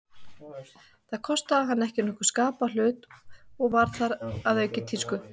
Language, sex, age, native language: Icelandic, female, 40-49, Icelandic